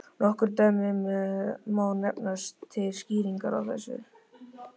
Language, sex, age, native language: Icelandic, male, 13, Icelandic